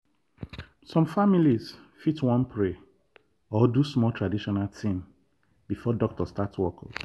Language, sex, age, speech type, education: Nigerian Pidgin, male, 30-45, spontaneous, tertiary